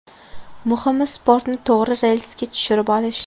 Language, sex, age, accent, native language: Uzbek, female, 18-24, Farg'ona, Uzbek